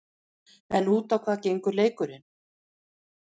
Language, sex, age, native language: Icelandic, female, 40-49, Icelandic